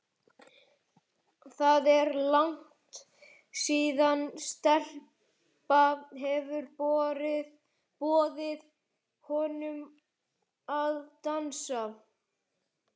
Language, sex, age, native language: Icelandic, male, 11, Icelandic